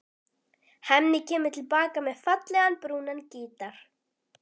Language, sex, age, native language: Icelandic, female, 12, Icelandic